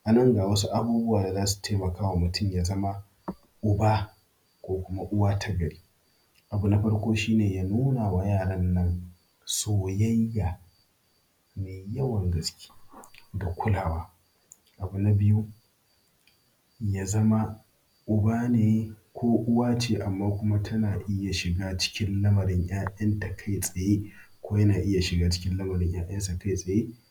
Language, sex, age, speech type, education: Hausa, male, 15-29, spontaneous, primary